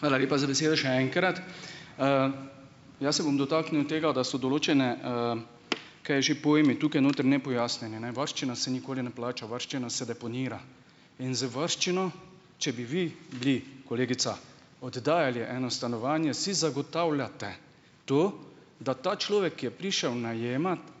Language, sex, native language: Slovenian, male, Slovenian